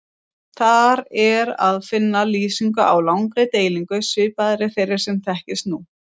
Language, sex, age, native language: Icelandic, female, 30-39, Icelandic